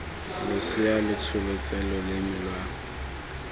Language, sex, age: Tswana, male, 19